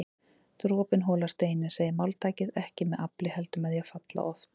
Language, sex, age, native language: Icelandic, female, 30-39, Icelandic